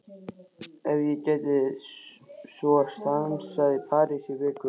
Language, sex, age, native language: Icelandic, male, 13, Icelandic